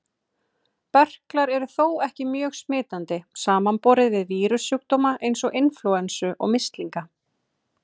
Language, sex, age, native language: Icelandic, female, 30-39, Icelandic